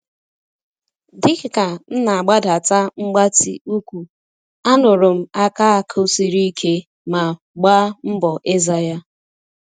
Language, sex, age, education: Igbo, female, 15-29, tertiary